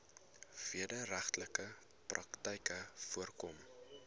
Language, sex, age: Afrikaans, male, 20